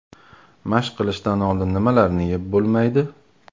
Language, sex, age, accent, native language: Uzbek, male, 25-34, Farg'ona, Uzbek